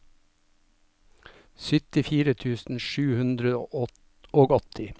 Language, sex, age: Norwegian, male, 57